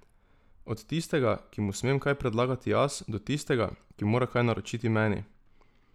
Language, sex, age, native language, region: Slovenian, male, 18-29, Slovenian, Drava region